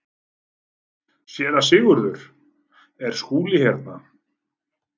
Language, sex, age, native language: Icelandic, male, 40-49, Icelandic